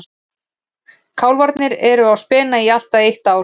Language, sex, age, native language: Icelandic, female, 40-49, Icelandic